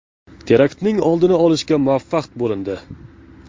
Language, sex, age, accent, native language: Uzbek, male, 18-24, Jizzax, Uzbek